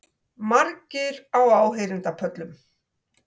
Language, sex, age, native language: Icelandic, female, 60-69, Icelandic